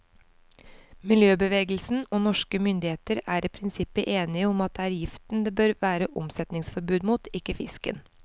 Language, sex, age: Norwegian, female, 29